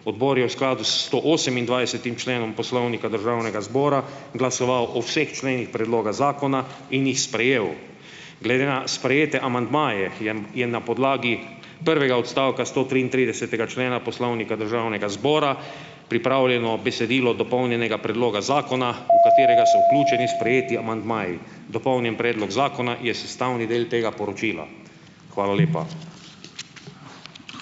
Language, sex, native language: Slovenian, male, Slovenian